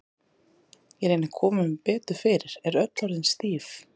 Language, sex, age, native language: Icelandic, female, 30-39, Icelandic